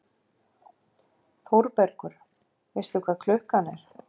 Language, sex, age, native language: Icelandic, female, 50-59, Icelandic